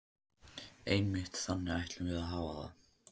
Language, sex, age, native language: Icelandic, male, 18-19, Icelandic